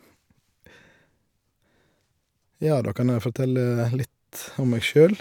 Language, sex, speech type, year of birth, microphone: Norwegian, male, spontaneous, 1971, Shure